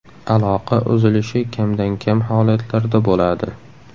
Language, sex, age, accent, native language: Uzbek, male, 18-24, Samarqand, Uzbek